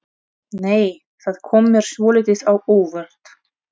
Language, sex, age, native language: Icelandic, female, 30-39, Russian